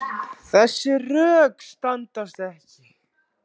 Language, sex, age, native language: Icelandic, male, 16, Icelandic